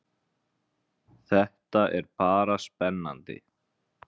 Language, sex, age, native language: Icelandic, male, 20-29, Icelandic